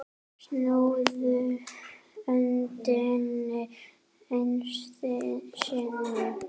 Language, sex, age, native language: Icelandic, female, 7, Icelandic